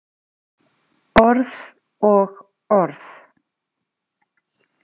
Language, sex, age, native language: Icelandic, female, 40-49, Icelandic